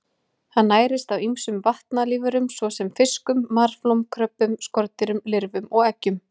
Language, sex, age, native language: Icelandic, female, 20-29, Icelandic